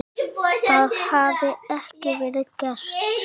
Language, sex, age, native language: Icelandic, male, 8, Icelandic